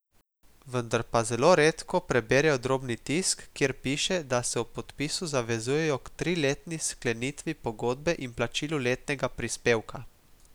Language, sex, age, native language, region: Slovenian, male, 18-29, Slovenian, Gorica region